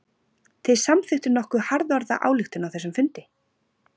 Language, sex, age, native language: Icelandic, female, 40-49, Icelandic